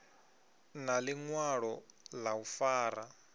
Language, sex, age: Venda, male, 22